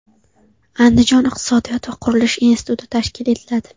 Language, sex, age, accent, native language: Uzbek, female, 18-24, Xorazm, Uzbek